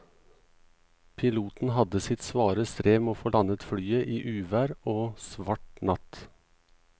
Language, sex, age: Norwegian, male, 38